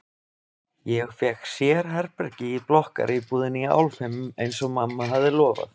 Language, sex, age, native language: Icelandic, male, 20-29, Icelandic